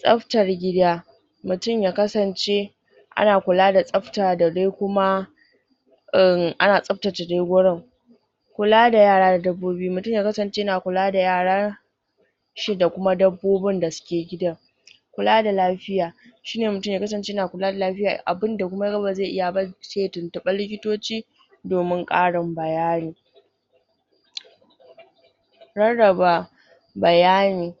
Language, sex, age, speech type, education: Hausa, female, 30-45, spontaneous, tertiary